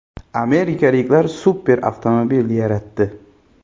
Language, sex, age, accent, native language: Uzbek, male, 25-34, Xorazm, Uzbek